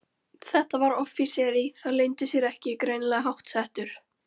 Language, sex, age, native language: Icelandic, female, 13, Icelandic